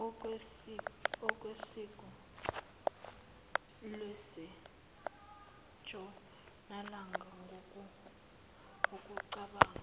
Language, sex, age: Zulu, female, 19